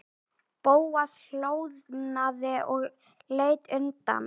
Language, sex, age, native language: Icelandic, female, 18-19, Icelandic